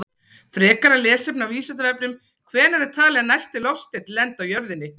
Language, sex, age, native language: Icelandic, female, 40-49, Icelandic